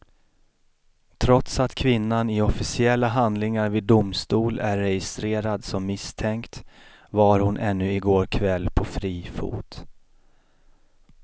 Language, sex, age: Swedish, male, 33